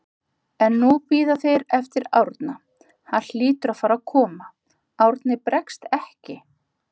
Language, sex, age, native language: Icelandic, female, 50-59, Icelandic